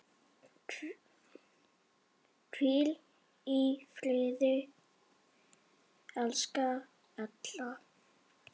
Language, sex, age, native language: Icelandic, female, 7, Danish